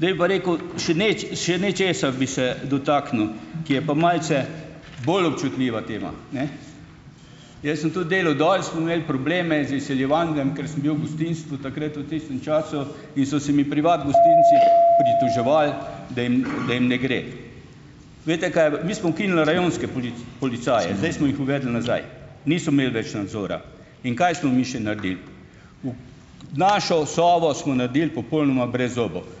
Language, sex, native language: Slovenian, male, Slovenian